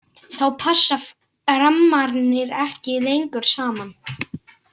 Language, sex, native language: Icelandic, other, Polish